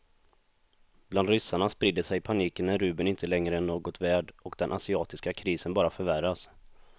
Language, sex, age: Swedish, male, 26